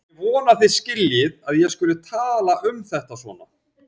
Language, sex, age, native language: Icelandic, male, 40-49, Icelandic